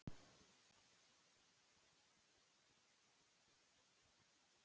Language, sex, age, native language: Icelandic, female, 18-19, Icelandic